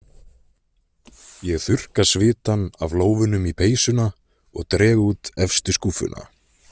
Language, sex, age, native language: Icelandic, male, 20-29, Icelandic